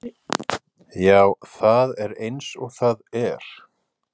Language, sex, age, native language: Icelandic, male, 40-49, Icelandic